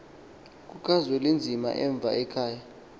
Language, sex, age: Xhosa, male, 19